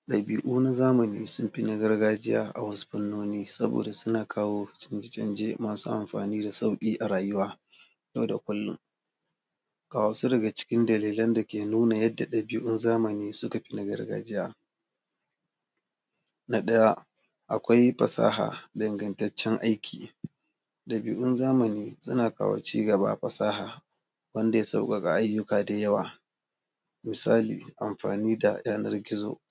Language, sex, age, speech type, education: Hausa, male, 30-45, spontaneous, tertiary